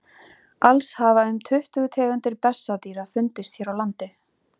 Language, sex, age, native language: Icelandic, female, 30-39, Icelandic